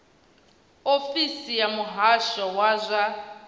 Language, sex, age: Venda, female, 19